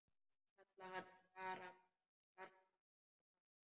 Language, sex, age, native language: Icelandic, male, 10, Icelandic